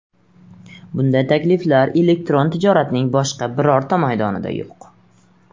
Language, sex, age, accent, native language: Uzbek, male, 18-24, Surxondaryo, Uzbek